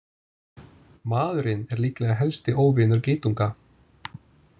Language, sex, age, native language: Icelandic, male, 20-29, English